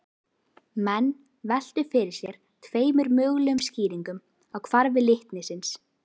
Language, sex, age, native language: Icelandic, female, 12, Icelandic